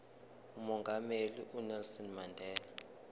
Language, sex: Zulu, male